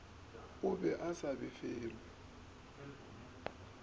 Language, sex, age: Northern Sotho, male, 24